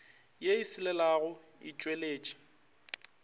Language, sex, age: Northern Sotho, male, 25